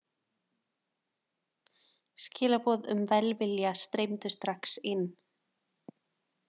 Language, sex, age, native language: Icelandic, female, 30-39, Icelandic